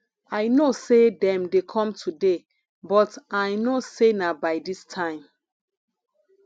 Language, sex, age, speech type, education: Nigerian Pidgin, female, 30-45, spontaneous, tertiary